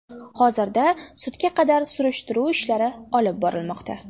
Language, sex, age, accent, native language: Uzbek, female, 12-17, Farg'ona, Uzbek